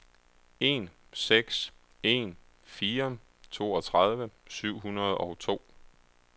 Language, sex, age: Danish, male, 31